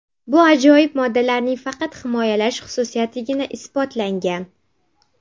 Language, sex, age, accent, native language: Uzbek, female, 12-17, Sirdaryo, Uzbek